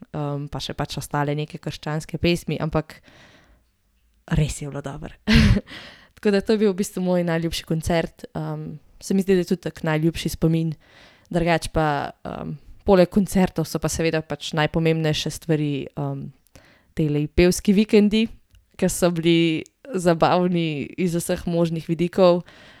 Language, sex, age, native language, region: Slovenian, female, 18-29, Slovenian, Gorenjska region